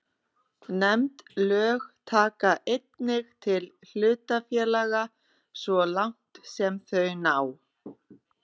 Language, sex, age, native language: Icelandic, female, 30-39, Icelandic